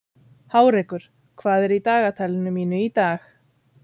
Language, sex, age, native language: Icelandic, female, 30-39, Icelandic